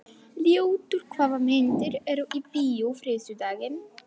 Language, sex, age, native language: Icelandic, female, 11, Polish